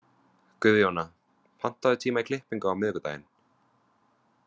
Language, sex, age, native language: Icelandic, male, 20-29, Vietnamese